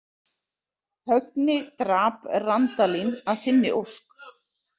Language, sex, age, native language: Icelandic, female, 40-49, Icelandic